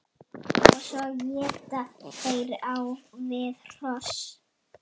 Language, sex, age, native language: Icelandic, male, 11, Icelandic